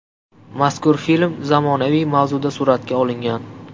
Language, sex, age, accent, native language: Uzbek, male, 18-24, Qashqadaryo, Uzbek